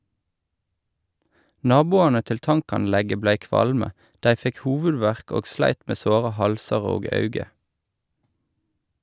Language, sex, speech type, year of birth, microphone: Norwegian, male, read, 1983, Shure